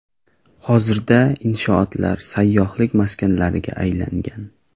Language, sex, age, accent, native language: Uzbek, male, 18-24, Jizzax, Uzbek